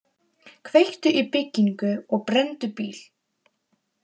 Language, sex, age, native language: Icelandic, female, 18-19, Polish